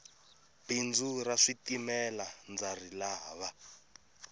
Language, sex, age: Tsonga, male, 26